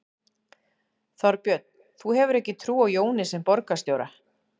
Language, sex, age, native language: Icelandic, female, 11, Icelandic